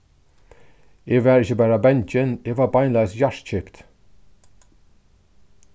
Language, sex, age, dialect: Faroese, male, 36-60, Suðurstreymoy